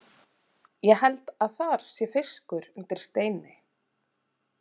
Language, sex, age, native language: Icelandic, female, 30-39, Icelandic